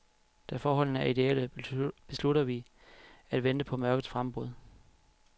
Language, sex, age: Danish, male, 31